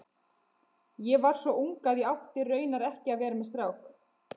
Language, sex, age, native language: Icelandic, female, 20-29, Icelandic